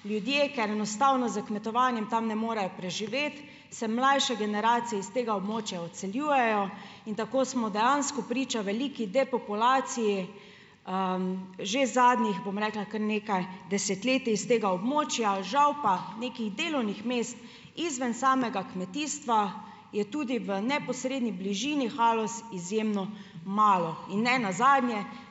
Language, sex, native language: Slovenian, female, Slovenian